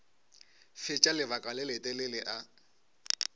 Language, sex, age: Northern Sotho, male, 25